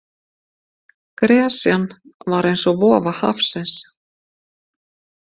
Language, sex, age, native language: Icelandic, female, 50-59, Icelandic